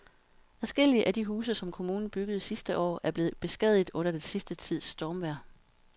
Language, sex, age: Danish, female, 32